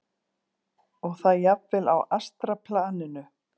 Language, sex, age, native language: Icelandic, female, 40-49, Icelandic